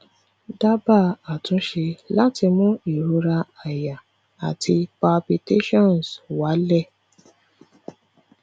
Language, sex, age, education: Yoruba, female, 15-29, tertiary